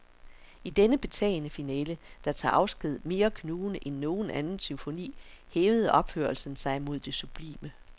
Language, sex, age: Danish, female, 60